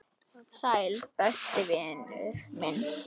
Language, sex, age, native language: Icelandic, male, 10, Icelandic